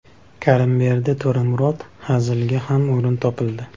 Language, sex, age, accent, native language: Uzbek, male, 18-24, Namangan, Uzbek